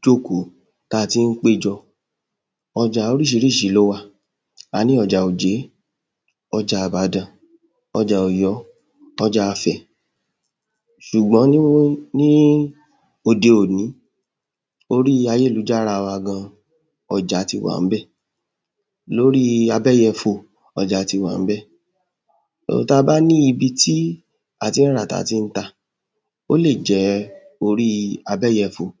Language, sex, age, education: Yoruba, female, 30-45, secondary